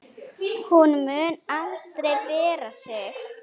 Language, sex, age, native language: Icelandic, female, 8, Icelandic